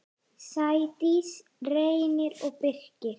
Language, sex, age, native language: Icelandic, female, 8, Icelandic